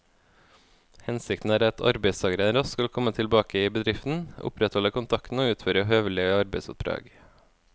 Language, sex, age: Norwegian, male, 24